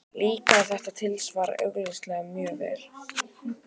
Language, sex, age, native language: Icelandic, male, 12, Icelandic